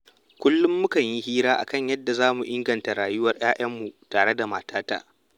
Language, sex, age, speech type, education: Hausa, male, 15-29, read, tertiary